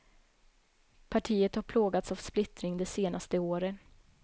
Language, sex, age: Swedish, female, 21